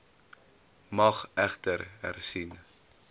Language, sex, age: Afrikaans, male, 20